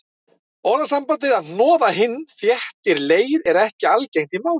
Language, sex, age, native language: Icelandic, male, 30-39, Icelandic